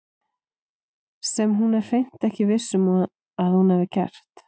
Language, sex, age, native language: Icelandic, female, 40-49, Icelandic